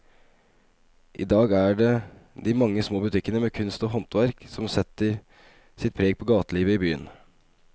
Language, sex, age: Norwegian, male, 25